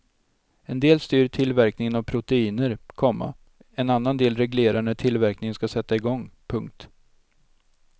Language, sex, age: Swedish, male, 32